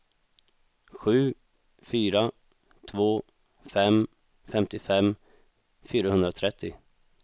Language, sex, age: Swedish, male, 26